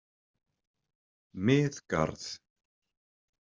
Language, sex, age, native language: Icelandic, male, 30-39, Icelandic